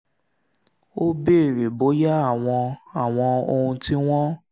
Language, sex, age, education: Yoruba, male, 15-29, secondary